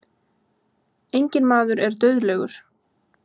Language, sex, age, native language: Icelandic, female, 20-29, Icelandic